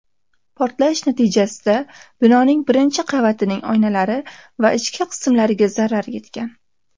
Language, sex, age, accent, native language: Uzbek, female, 19-29, Samarqand, Uzbek